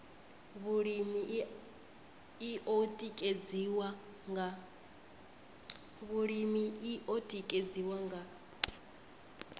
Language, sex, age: Venda, female, 25